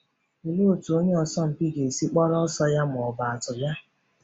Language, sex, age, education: Igbo, female, 30-45, tertiary